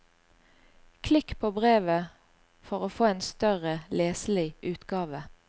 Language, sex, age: Norwegian, female, 38